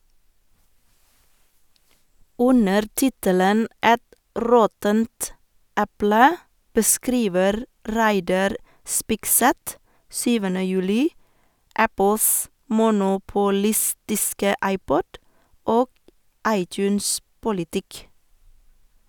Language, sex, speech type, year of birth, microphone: Norwegian, female, read, 1979, Sennheiser